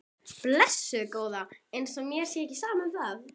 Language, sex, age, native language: Icelandic, female, 12, Icelandic